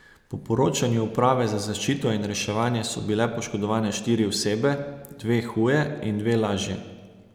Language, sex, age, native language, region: Slovenian, male, 30-49, Slovenian, Savinja region